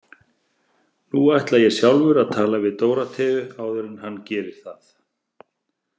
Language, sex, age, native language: Icelandic, male, 30-39, Icelandic